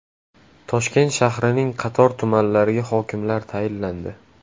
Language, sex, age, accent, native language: Uzbek, male, 18-24, Toshkent shahri, Uzbek